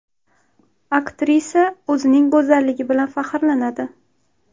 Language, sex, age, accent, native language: Uzbek, female, 18-24, Toshkent shahri, Uzbek